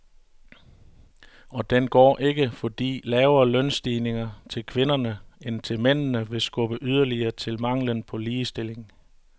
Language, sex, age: Danish, male, 41